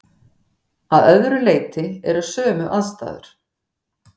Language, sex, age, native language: Icelandic, female, 50-59, Icelandic